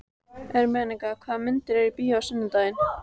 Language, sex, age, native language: Icelandic, female, 14, Icelandic